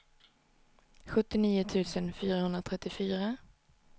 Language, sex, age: Swedish, female, 19